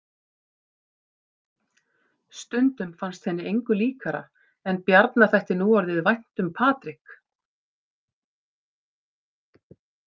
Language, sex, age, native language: Icelandic, female, 50-59, Icelandic